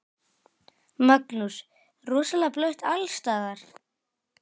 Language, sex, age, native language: Icelandic, male, 10, Icelandic